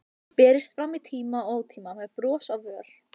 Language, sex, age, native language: Icelandic, female, 15, Icelandic